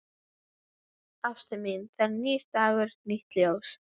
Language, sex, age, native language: Icelandic, female, 11, Icelandic